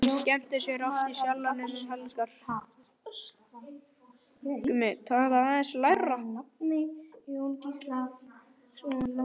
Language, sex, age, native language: Icelandic, male, 11, Icelandic